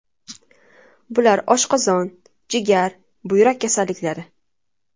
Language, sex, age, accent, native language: Uzbek, female, 19-29, Toshkent shahri, Uzbek